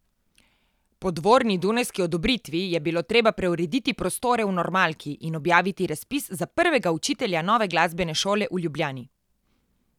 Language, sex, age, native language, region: Slovenian, female, 18-29, Slovenian, Coastal Karst region